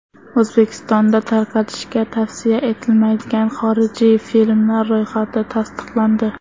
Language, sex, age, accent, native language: Uzbek, female, under 19, Toshkent shahri, Uzbek